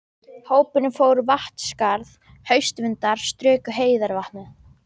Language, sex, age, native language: Icelandic, female, 12, Icelandic